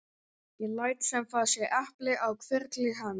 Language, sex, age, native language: Icelandic, male, 11, Icelandic